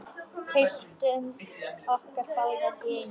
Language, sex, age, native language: Icelandic, female, 10, Icelandic